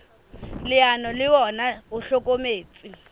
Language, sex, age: Southern Sotho, female, 24